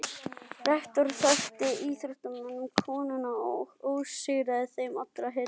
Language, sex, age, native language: Icelandic, other, 11, Icelandic